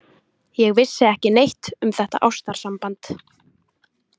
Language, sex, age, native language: Icelandic, female, 20-29, Icelandic